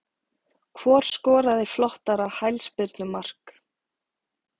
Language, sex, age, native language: Icelandic, female, 40-49, Icelandic